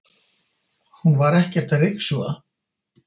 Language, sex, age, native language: Icelandic, male, 50-59, Icelandic